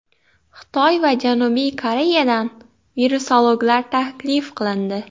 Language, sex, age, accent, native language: Uzbek, female, 18-24, Xorazm, Uzbek